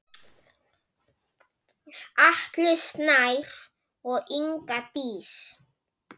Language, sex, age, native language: Icelandic, female, 9, Icelandic